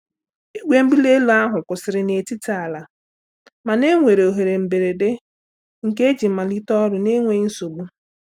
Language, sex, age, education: Igbo, female, 30-45, tertiary